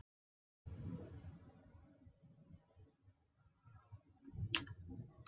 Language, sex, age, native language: Icelandic, female, 40-49, Icelandic